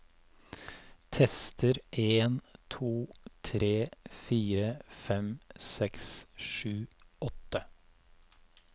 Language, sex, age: Norwegian, male, 34